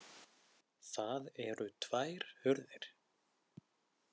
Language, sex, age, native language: Icelandic, male, 20-29, Icelandic